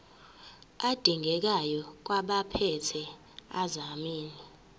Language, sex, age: Zulu, female, 18